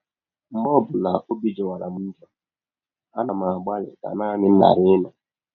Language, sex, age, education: Igbo, male, 30-45, tertiary